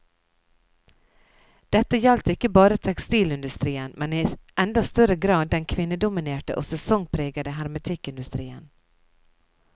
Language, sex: Norwegian, female